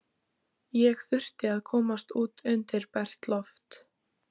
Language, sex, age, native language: Icelandic, female, 14, Icelandic